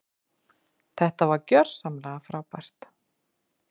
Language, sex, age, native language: Icelandic, female, 50-59, Icelandic